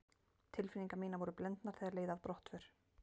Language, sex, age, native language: Icelandic, female, 40-49, Icelandic